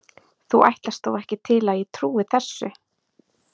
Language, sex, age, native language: Icelandic, female, 20-29, Icelandic